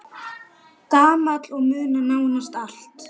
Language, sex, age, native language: Icelandic, male, 9, Icelandic